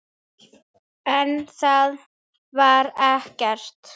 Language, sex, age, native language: Icelandic, female, 8, Icelandic